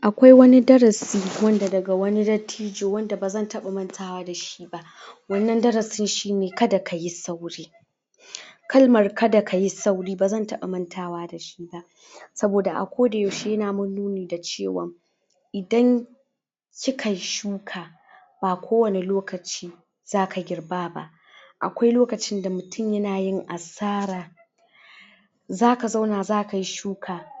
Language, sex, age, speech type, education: Hausa, female, 60+, spontaneous, tertiary